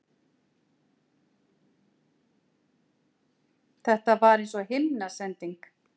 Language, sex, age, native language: Icelandic, female, 40-49, Icelandic